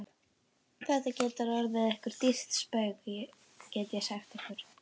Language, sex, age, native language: Icelandic, female, 11, Icelandic